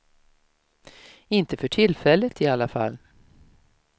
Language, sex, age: Swedish, female, 56